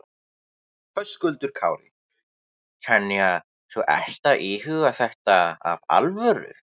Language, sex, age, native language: Icelandic, male, 18-19, Icelandic